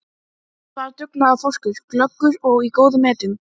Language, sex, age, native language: Icelandic, female, 12, Icelandic